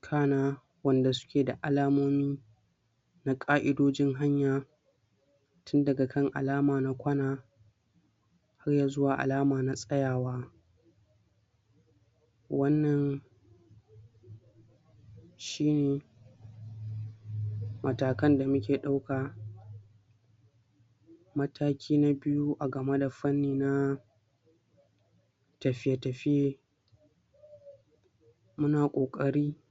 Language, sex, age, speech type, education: Hausa, male, 60+, spontaneous, tertiary